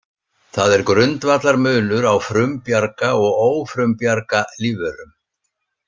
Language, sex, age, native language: Icelandic, male, 60-69, Icelandic